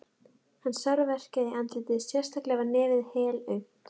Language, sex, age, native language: Icelandic, female, 11, Icelandic